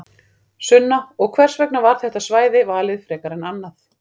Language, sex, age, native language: Icelandic, female, 40-49, Icelandic